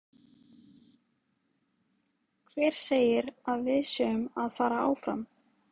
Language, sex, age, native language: Icelandic, female, 20-29, Icelandic